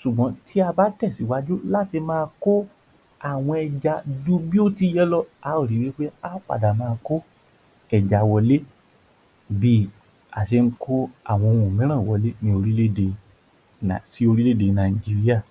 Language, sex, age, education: Yoruba, male, 60+, tertiary